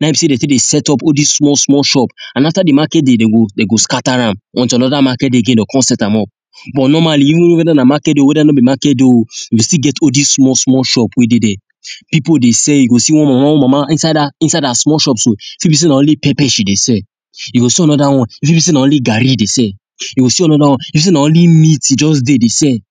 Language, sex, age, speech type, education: Nigerian Pidgin, male, 15-29, spontaneous, tertiary